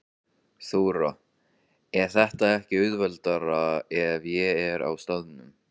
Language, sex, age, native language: Icelandic, male, 15, Icelandic